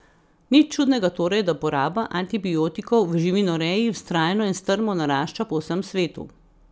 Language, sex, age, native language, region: Slovenian, female, 50-59, Slovenian, Central Slovenia